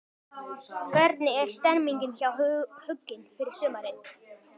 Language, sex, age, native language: Icelandic, male, 12, Icelandic